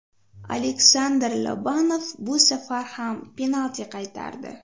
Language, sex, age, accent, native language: Uzbek, female, 12-17, Farg'ona, Uzbek